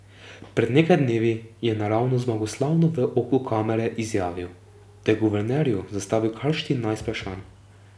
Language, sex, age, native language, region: Slovenian, male, 18-29, Slovenian, Drava region